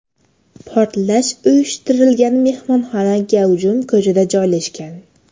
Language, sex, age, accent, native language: Uzbek, female, under 19, Xorazm, Uzbek